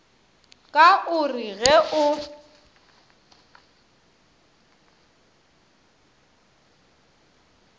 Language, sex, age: Northern Sotho, female, 27